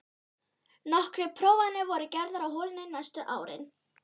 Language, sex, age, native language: Icelandic, female, 13, Icelandic